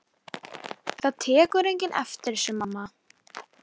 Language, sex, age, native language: Icelandic, female, 11, Icelandic